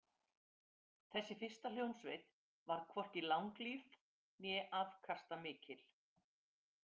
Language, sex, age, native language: Icelandic, female, 50-59, Icelandic